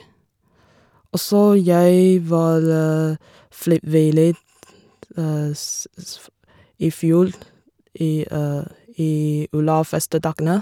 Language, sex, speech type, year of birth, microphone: Norwegian, female, spontaneous, 1987, Shure